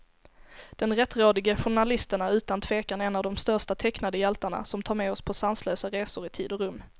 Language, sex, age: Swedish, female, 17